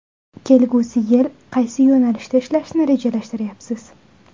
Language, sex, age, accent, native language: Uzbek, female, 18-24, Navoiy, Uzbek